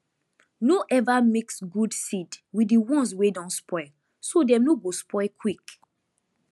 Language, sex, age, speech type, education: Nigerian Pidgin, female, 15-29, spontaneous, tertiary